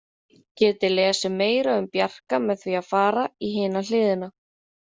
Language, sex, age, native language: Icelandic, female, 30-39, Icelandic